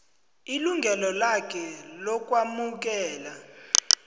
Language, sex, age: South Ndebele, male, 20